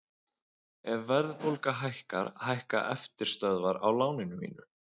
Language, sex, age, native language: Icelandic, male, 20-29, Icelandic